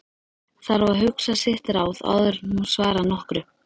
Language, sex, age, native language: Icelandic, female, 13, Icelandic